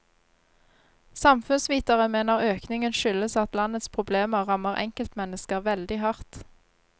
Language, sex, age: Norwegian, female, 26